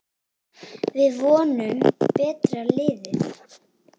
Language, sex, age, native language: Icelandic, female, 8, Icelandic